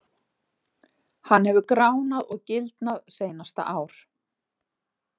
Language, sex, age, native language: Icelandic, female, 40-49, Icelandic